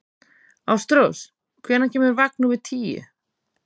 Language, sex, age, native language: Icelandic, female, 30-39, Icelandic